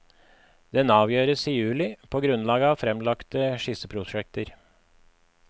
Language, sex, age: Norwegian, male, 53